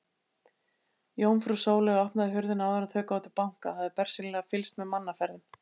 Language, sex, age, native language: Icelandic, female, 80-89, Icelandic